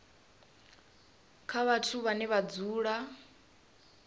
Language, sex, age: Venda, female, 27